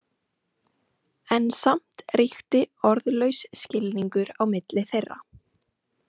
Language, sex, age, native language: Icelandic, female, 18-19, Icelandic